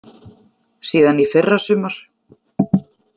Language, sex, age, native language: Icelandic, female, 40-49, Icelandic